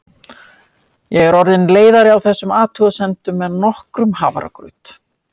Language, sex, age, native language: Icelandic, female, 50-59, Icelandic